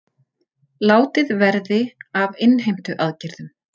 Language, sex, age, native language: Icelandic, female, 40-49, Icelandic